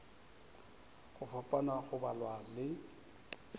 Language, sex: Northern Sotho, male